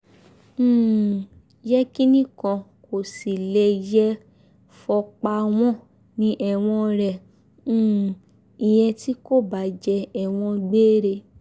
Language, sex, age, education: Yoruba, female, 15-29, tertiary